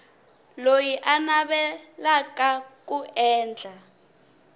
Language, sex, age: Tsonga, female, 19